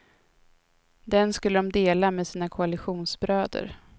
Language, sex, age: Swedish, female, 22